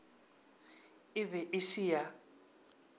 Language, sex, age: Northern Sotho, male, 24